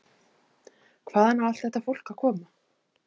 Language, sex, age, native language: Icelandic, female, 30-39, Icelandic